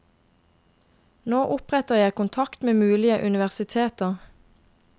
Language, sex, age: Norwegian, female, 22